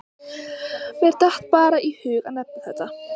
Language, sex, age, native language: Icelandic, female, 15, Icelandic